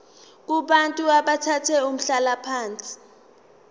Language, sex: Zulu, female